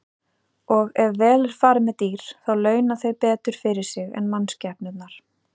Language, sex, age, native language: Icelandic, female, 30-39, Icelandic